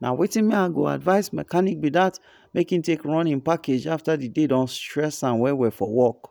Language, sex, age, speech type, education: Nigerian Pidgin, male, 15-29, spontaneous, tertiary